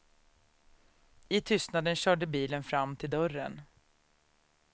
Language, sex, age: Swedish, female, 36